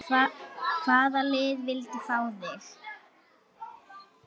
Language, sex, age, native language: Icelandic, female, 8, Icelandic